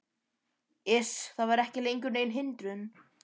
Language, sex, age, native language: Icelandic, male, 11, Icelandic